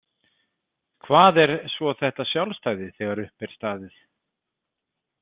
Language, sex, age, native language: Icelandic, male, 30-39, Icelandic